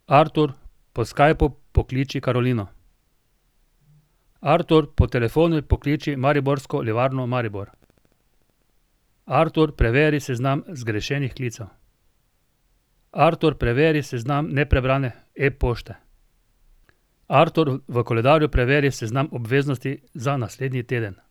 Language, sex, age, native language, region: Slovenian, male, 50-59, Slovenian, Drava region